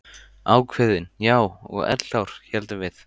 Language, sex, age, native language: Icelandic, male, 14, Icelandic